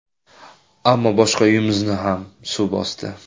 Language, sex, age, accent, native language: Uzbek, male, 25-34, Andijon, Uzbek